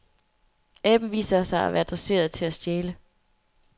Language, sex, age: Danish, female, 24